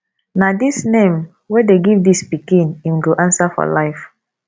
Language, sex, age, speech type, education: Nigerian Pidgin, female, 15-29, spontaneous, tertiary